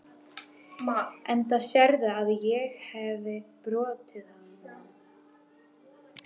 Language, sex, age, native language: Icelandic, female, 12, Icelandic